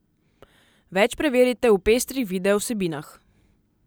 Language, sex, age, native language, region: Slovenian, female, 18-29, Slovenian, Southeast Slovenia